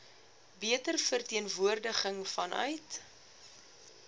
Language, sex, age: Afrikaans, female, 21